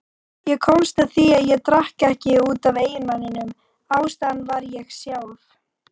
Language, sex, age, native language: Icelandic, female, 40-49, Icelandic